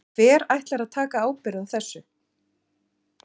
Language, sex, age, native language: Icelandic, female, 40-49, Icelandic